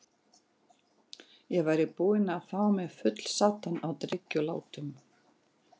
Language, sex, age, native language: Icelandic, female, 40-49, Russian